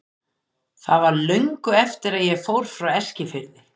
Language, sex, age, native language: Icelandic, female, 50-59, Icelandic